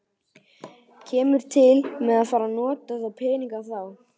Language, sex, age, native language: Icelandic, male, 12, Icelandic